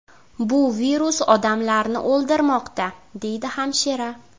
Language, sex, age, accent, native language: Uzbek, female, 18-24, Navoiy, Uzbek